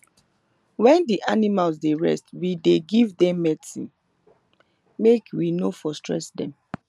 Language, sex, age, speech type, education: Nigerian Pidgin, female, 15-29, spontaneous, tertiary